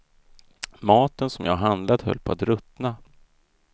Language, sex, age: Swedish, male, 32